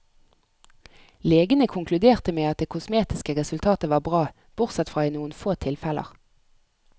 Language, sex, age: Norwegian, female, 30